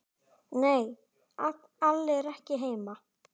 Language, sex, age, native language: Icelandic, female, 10, Icelandic